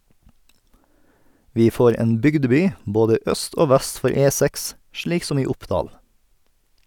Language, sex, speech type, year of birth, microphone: Norwegian, male, read, 1989, Sennheiser